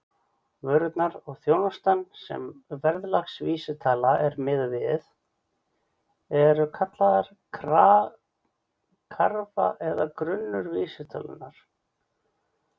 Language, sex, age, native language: Icelandic, male, 40-49, Icelandic